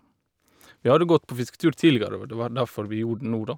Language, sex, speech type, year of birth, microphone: Norwegian, male, spontaneous, 1989, Shure